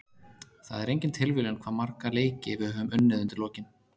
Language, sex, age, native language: Icelandic, male, 30-39, Icelandic